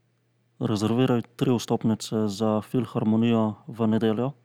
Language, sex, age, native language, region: Slovenian, male, 30-49, Slovenian, Central Slovenia